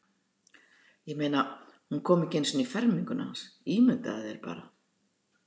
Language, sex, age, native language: Icelandic, female, 60-69, Icelandic